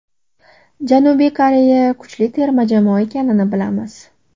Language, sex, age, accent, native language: Uzbek, female, 18-24, Namangan, Uzbek